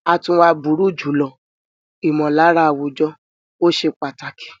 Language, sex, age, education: Yoruba, male, 46-60, tertiary